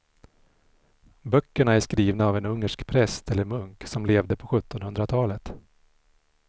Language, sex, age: Swedish, male, 46